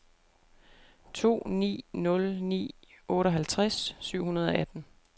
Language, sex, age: Danish, female, 28